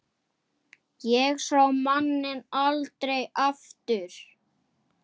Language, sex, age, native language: Icelandic, male, 8, Icelandic